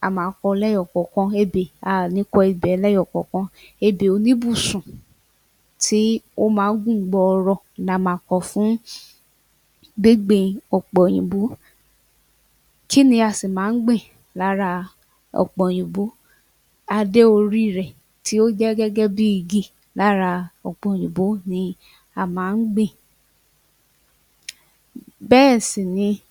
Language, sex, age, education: Yoruba, female, 30-45, tertiary